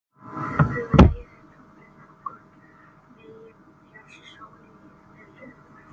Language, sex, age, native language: Icelandic, male, 18-19, Icelandic